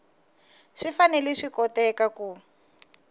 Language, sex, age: Tsonga, female, 19